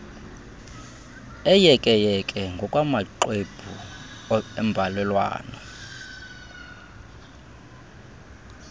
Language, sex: Xhosa, male